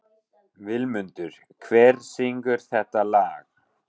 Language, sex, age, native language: Icelandic, male, 40-49, German